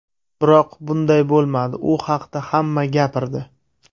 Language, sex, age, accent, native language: Uzbek, male, 25-34, Surxondaryo, Uzbek